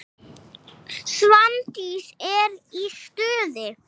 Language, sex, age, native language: Icelandic, female, 6, English